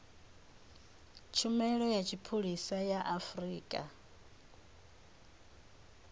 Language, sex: Venda, female